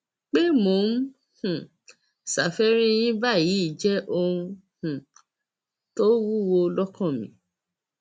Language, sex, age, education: Yoruba, female, 30-45, tertiary